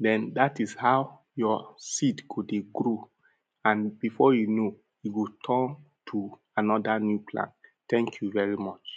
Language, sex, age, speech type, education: Nigerian Pidgin, male, 30-45, spontaneous, tertiary